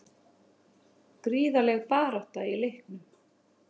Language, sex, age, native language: Icelandic, female, 30-39, Icelandic